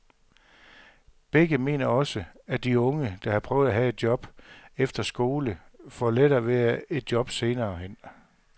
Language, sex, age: Danish, male, 42